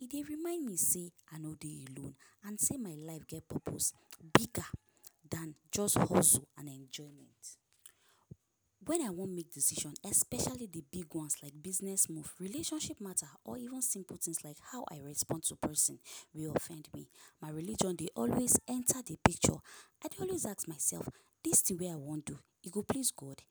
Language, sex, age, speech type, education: Nigerian Pidgin, female, 15-29, spontaneous, tertiary